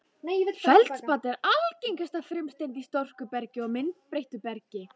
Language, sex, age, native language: Icelandic, female, 13, Icelandic